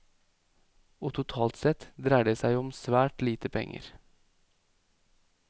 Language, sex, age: Norwegian, male, 28